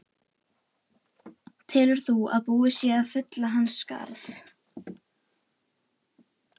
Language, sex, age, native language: Icelandic, female, 18-19, Icelandic